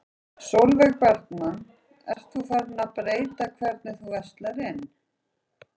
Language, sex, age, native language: Icelandic, female, 40-49, Icelandic